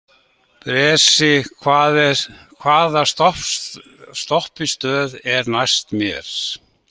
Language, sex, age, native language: Icelandic, male, 60-69, Icelandic